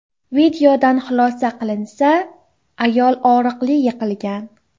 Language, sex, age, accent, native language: Uzbek, female, 12-17, Jizzax, Uzbek